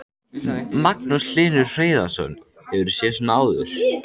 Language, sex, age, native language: Icelandic, male, 14, Icelandic